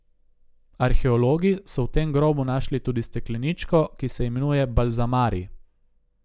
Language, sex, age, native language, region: Slovenian, male, 18-29, Slovenian, Gorica region